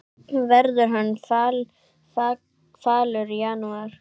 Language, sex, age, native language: Icelandic, male, 8, Icelandic